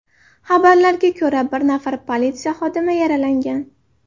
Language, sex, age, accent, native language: Uzbek, female, 18-24, Farg'ona, Uzbek